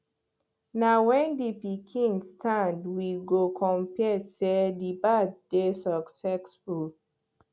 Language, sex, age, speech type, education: Nigerian Pidgin, female, 15-29, spontaneous, tertiary